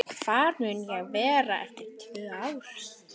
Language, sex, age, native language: Icelandic, female, 15, Icelandic